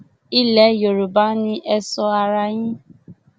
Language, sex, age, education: Yoruba, female, 30-45, tertiary